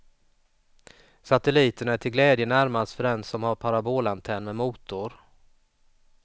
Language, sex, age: Swedish, male, 44